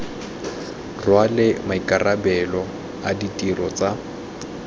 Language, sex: Tswana, male